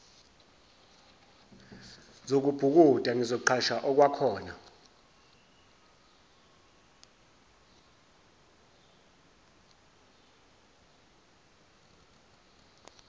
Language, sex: Zulu, male